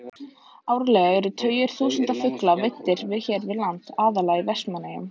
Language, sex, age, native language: Icelandic, female, 18-19, Icelandic